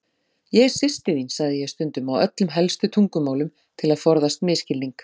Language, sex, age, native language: Icelandic, female, 40-49, Icelandic